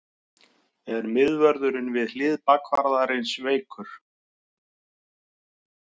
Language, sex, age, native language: Icelandic, male, 50-59, Icelandic